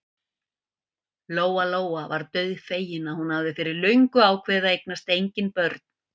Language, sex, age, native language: Icelandic, female, 50-59, Icelandic